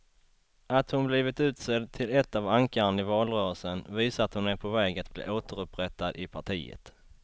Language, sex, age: Swedish, male, 33